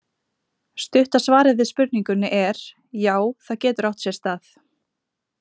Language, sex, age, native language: Icelandic, female, 20-29, Icelandic